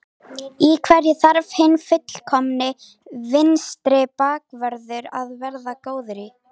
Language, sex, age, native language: Icelandic, female, 18-19, Icelandic